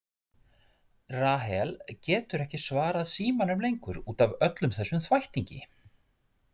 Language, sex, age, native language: Icelandic, male, 40-49, Icelandic